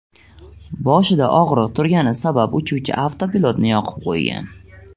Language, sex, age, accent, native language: Uzbek, male, 18-24, Surxondaryo, Uzbek